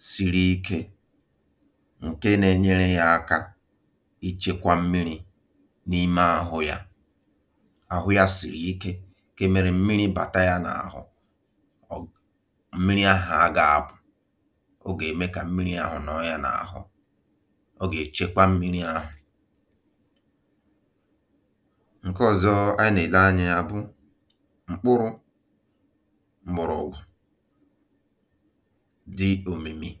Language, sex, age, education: Igbo, male, 30-45, tertiary